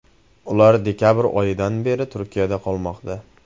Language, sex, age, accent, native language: Uzbek, male, 18-24, Qashqadaryo, Uzbek